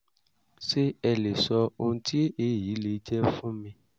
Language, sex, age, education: Yoruba, male, 30-45, tertiary